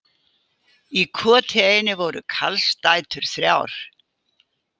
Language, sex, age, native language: Icelandic, female, 80-89, Icelandic